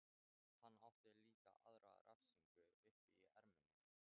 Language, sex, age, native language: Icelandic, male, 13, Thai